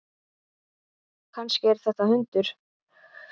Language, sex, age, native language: Icelandic, male, 8, Icelandic